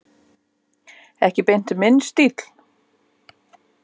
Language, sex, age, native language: Icelandic, female, 50-59, Icelandic